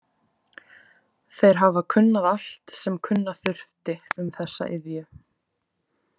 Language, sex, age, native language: Icelandic, female, 20-29, Icelandic